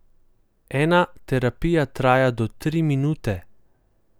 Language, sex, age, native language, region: Slovenian, male, 18-29, Slovenian, Central Slovenia